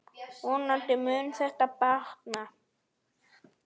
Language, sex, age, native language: Icelandic, male, 9, Icelandic